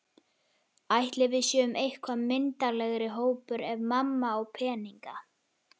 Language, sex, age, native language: Icelandic, male, 11, Icelandic